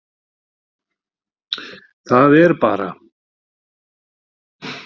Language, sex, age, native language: Icelandic, male, 40-49, Icelandic